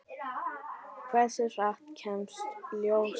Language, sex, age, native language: Icelandic, female, 10, Icelandic